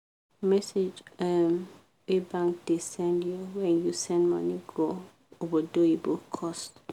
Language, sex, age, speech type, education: Nigerian Pidgin, female, 15-29, spontaneous, tertiary